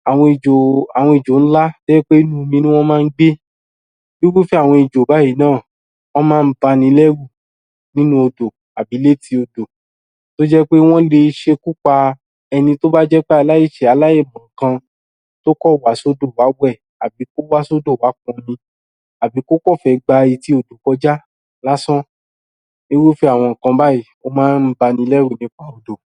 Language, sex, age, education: Yoruba, male, 30-45, tertiary